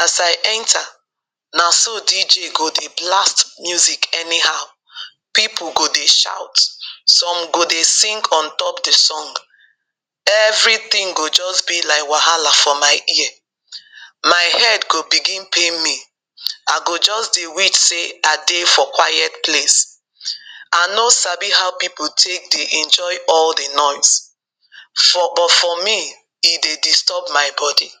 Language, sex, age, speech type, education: Nigerian Pidgin, female, 46-60, spontaneous, tertiary